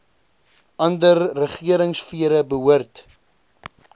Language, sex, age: Afrikaans, male, 20